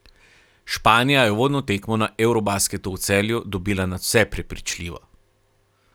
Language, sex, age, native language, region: Slovenian, male, 30-49, Slovenian, Carinthia region